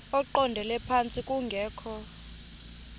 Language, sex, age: Xhosa, female, 24